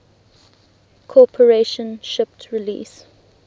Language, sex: English, female